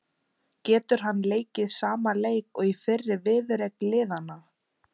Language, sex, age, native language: Icelandic, female, 17, Icelandic